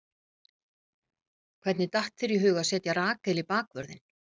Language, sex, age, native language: Icelandic, female, 50-59, Icelandic